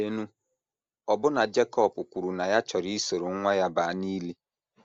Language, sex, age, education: Igbo, male, 30-45, secondary